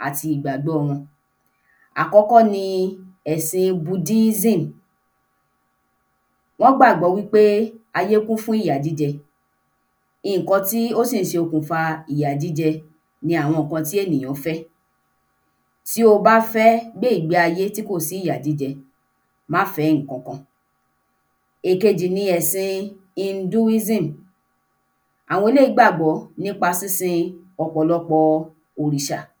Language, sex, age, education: Yoruba, female, 15-29, tertiary